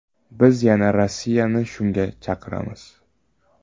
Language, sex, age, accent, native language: Uzbek, male, 18-24, Surxondaryo, Uzbek